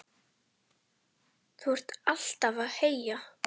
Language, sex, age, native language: Icelandic, female, 10, Icelandic